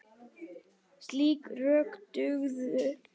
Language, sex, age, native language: Icelandic, male, 10, Icelandic